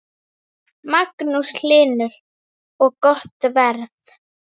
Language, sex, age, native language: Icelandic, female, 9, Icelandic